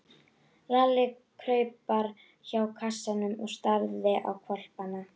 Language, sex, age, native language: Icelandic, female, 11, Icelandic